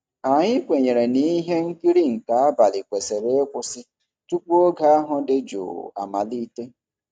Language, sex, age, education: Igbo, male, 30-45, tertiary